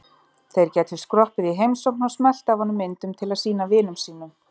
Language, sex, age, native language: Icelandic, female, 30-39, Icelandic